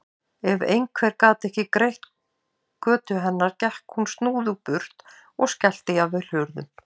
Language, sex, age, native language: Icelandic, female, 50-59, Icelandic